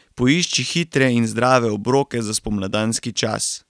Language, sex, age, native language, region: Slovenian, male, 18-29, Slovenian, Carinthia region